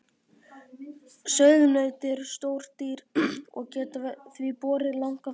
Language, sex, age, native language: Icelandic, female, 50-59, Icelandic